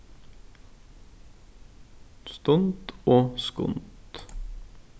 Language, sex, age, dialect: Faroese, male, 36-60, Norðurstreymoy/Eysturoy